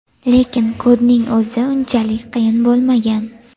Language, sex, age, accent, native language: Uzbek, female, 18-24, Farg'ona, Uzbek